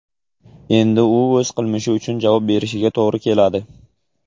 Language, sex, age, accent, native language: Uzbek, male, 18-24, Jizzax, Uzbek